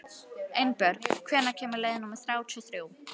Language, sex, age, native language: Icelandic, female, 11, Icelandic